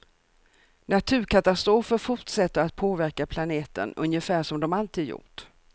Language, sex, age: Swedish, female, 64